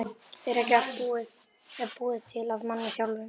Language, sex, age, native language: Icelandic, male, 11, Icelandic